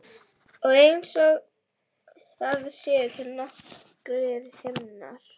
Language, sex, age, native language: Icelandic, female, 11, Icelandic